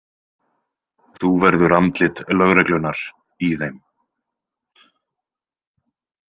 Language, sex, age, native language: Icelandic, male, 20-29, Icelandic